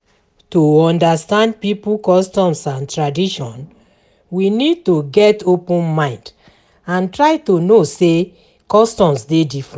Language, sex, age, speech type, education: Nigerian Pidgin, female, 46-60, spontaneous, tertiary